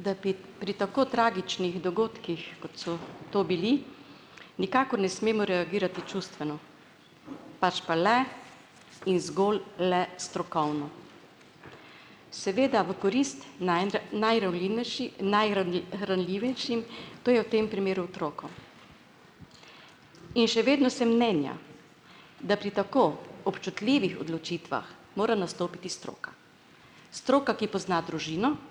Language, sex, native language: Slovenian, female, Slovenian